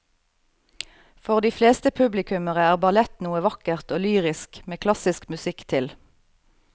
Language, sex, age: Norwegian, female, 38